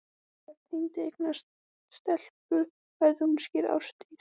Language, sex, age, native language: Icelandic, female, 14, Icelandic